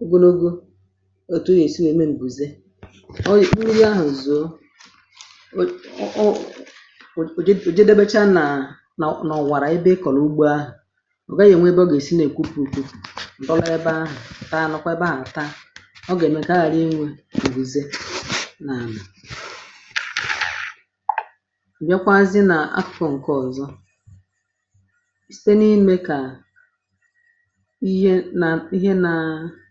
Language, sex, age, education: Igbo, female, 30-45, tertiary